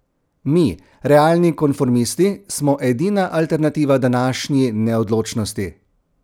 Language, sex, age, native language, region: Slovenian, male, 30-49, Slovenian, Central Slovenia